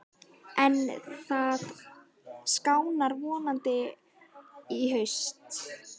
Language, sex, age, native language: Icelandic, female, 12, Icelandic